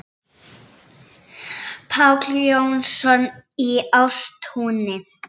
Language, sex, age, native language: Icelandic, female, 7, Icelandic